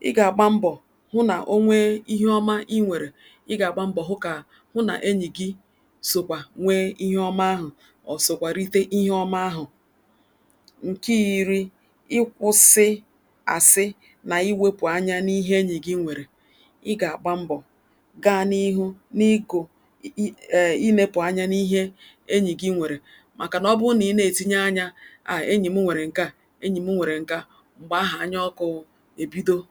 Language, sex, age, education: Igbo, female, 46-60, tertiary